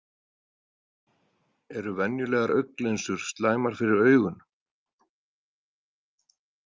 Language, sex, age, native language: Icelandic, male, 30-39, Icelandic